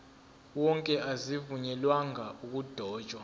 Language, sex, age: Zulu, male, 20